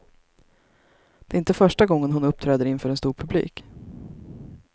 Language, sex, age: Swedish, female, 33